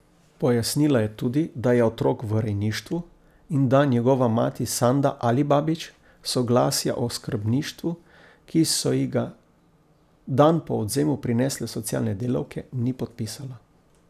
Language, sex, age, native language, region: Slovenian, male, 50-59, Slovenian, Coastal Karst region